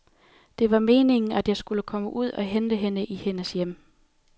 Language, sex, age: Danish, female, 28